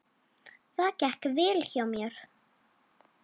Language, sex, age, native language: Icelandic, female, 7, Icelandic